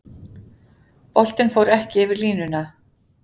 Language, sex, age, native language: Icelandic, female, 40-49, Icelandic